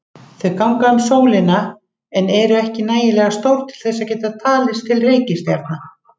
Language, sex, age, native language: Icelandic, female, 50-59, Icelandic